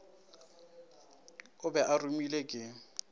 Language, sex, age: Northern Sotho, male, 19